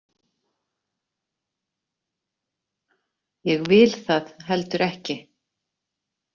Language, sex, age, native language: Icelandic, female, 40-49, Icelandic